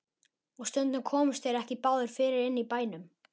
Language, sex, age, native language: Icelandic, male, 11, Icelandic